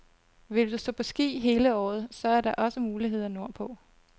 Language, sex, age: Danish, female, 32